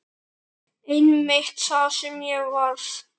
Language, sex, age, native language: Icelandic, male, 9, Icelandic